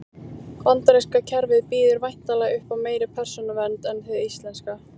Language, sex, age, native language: Icelandic, female, 18-19, Icelandic